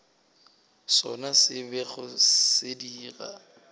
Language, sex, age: Northern Sotho, male, 18